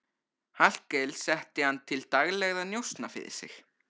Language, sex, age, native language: Icelandic, male, 13, Icelandic